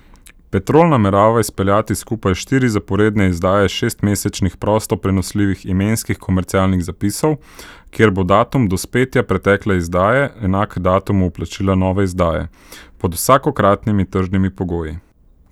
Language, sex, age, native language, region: Slovenian, male, 18-29, Slovenian, Central Slovenia